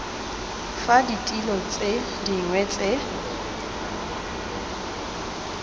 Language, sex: Tswana, female